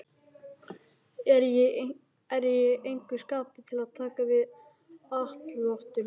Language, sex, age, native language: Icelandic, male, 11, Icelandic